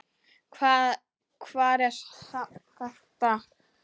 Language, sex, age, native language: Icelandic, female, 9, Icelandic